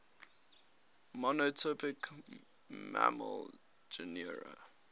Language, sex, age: English, male, 19